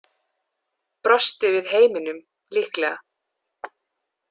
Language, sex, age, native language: Icelandic, female, 30-39, English